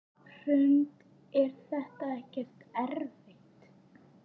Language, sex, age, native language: Icelandic, male, 8, Icelandic